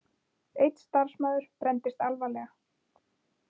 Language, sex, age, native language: Icelandic, female, 20-29, Icelandic